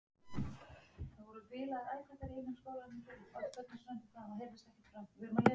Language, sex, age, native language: Icelandic, male, 15, Icelandic